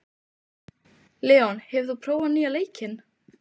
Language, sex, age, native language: Icelandic, female, 15, Icelandic